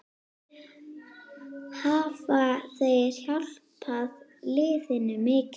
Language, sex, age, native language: Icelandic, female, 9, Icelandic